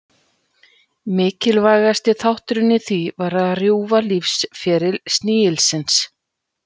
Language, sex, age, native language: Icelandic, female, 40-49, Icelandic